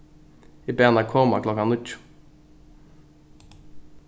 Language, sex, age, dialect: Faroese, male, 15-35, Norðuroyggjar